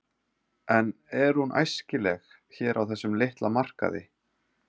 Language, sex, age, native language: Icelandic, male, 30-39, Icelandic